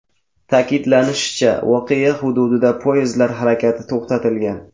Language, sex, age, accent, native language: Uzbek, male, 18-24, Jizzax, Uzbek